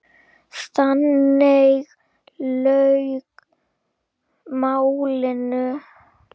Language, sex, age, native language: Icelandic, female, 8, Icelandic